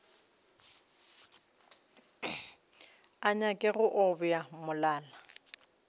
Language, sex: Northern Sotho, female